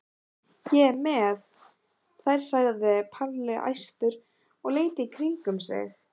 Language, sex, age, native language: Icelandic, other, 18-19, Icelandic